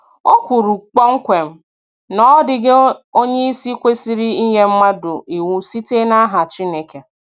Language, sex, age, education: Igbo, female, 15-29, tertiary